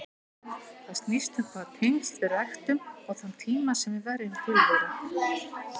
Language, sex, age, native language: Icelandic, female, 50-59, Icelandic